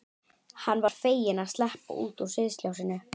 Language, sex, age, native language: Icelandic, female, 12, Icelandic